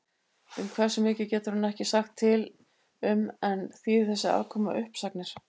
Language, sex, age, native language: Icelandic, female, 80-89, Icelandic